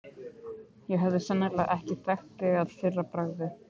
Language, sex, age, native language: Icelandic, male, 15, Icelandic